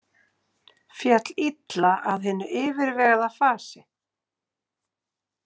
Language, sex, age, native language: Icelandic, female, 40-49, Icelandic